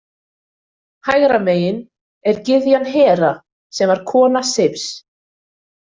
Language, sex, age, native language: Icelandic, female, 20-29, Icelandic